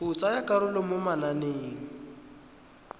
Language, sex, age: Tswana, male, 20